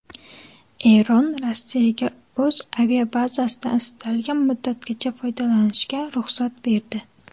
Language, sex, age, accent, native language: Uzbek, female, 19-29, Jizzax, Uzbek